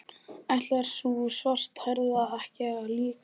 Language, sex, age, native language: Icelandic, male, 11, Icelandic